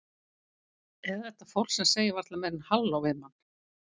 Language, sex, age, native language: Icelandic, female, 50-59, Icelandic